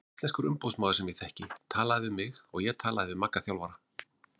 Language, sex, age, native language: Icelandic, male, 40-49, Icelandic